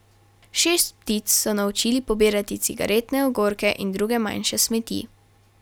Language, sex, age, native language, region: Slovenian, female, 12-17, Slovenian, Carinthia region